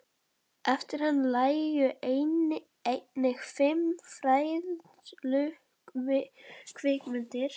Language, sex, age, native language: Icelandic, male, 11, Icelandic